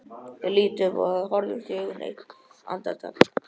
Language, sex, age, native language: Icelandic, male, 13, Icelandic